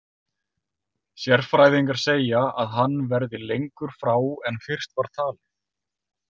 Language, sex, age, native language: Icelandic, male, 30-39, Icelandic